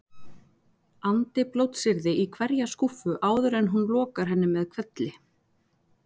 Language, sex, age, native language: Icelandic, female, 40-49, Icelandic